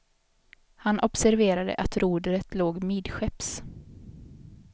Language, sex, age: Swedish, female, 22